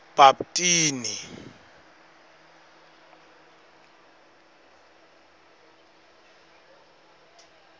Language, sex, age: Swati, male, 21